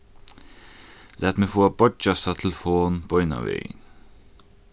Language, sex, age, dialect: Faroese, male, 15-35, Norðuroyggjar